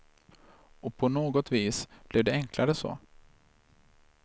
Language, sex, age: Swedish, male, 26